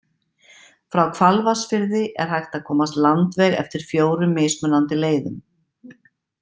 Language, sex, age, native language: Icelandic, female, 50-59, Icelandic